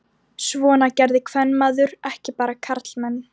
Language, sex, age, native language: Icelandic, female, 12, Icelandic